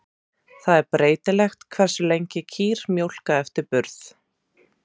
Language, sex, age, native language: Icelandic, female, 30-39, Icelandic